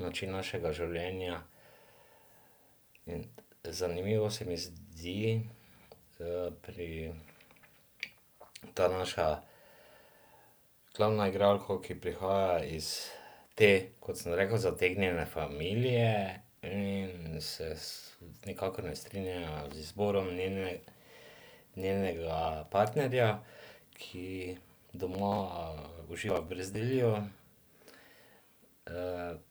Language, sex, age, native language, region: Slovenian, male, 50-59, Slovenian, Drava region